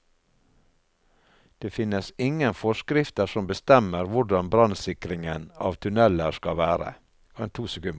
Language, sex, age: Norwegian, male, 48